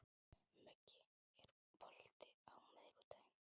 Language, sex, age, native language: Icelandic, male, 12, Icelandic